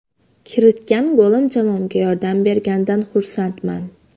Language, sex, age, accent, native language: Uzbek, female, under 19, Xorazm, Uzbek